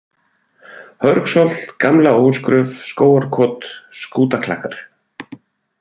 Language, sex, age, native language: Icelandic, male, 40-49, Icelandic